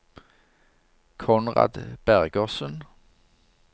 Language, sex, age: Norwegian, male, 59